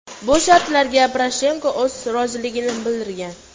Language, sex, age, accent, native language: Uzbek, female, 18-24, Toshkent viloyati, Uzbek